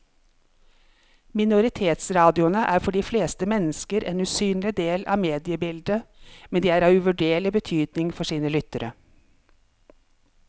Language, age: Norwegian, 50